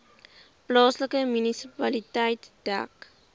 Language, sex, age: Afrikaans, female, 20